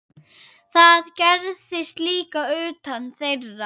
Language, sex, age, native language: Icelandic, female, 8, Icelandic